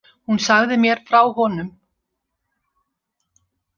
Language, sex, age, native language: Icelandic, female, 60-69, Icelandic